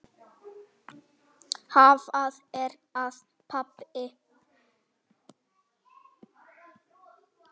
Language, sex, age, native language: Icelandic, male, 8, Icelandic